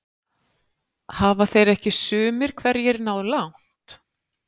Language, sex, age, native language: Icelandic, female, 50-59, Icelandic